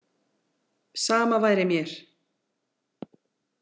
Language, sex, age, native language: Icelandic, female, 40-49, Icelandic